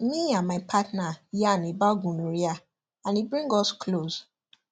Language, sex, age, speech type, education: Nigerian Pidgin, female, 15-29, spontaneous, tertiary